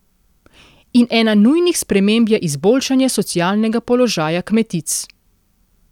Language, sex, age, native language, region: Slovenian, female, 30-49, Slovenian, Central Slovenia